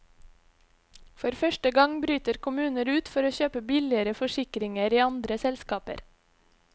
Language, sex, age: Norwegian, female, 26